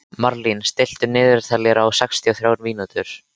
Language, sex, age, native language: Icelandic, male, 13, Icelandic